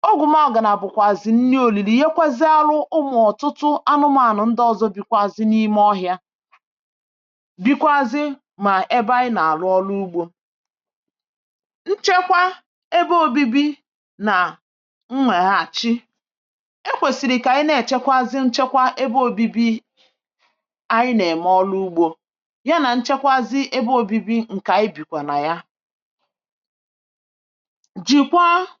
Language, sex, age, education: Igbo, female, 46-60, tertiary